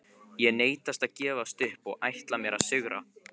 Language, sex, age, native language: Icelandic, male, 15, Icelandic